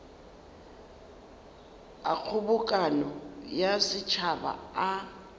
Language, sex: Northern Sotho, female